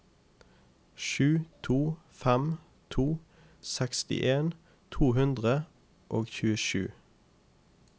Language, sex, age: Norwegian, male, 28